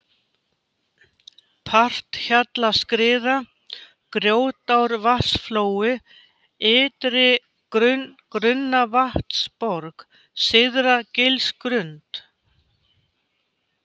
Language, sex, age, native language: Icelandic, female, 50-59, Icelandic